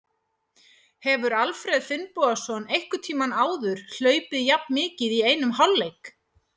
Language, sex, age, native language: Icelandic, female, 40-49, Icelandic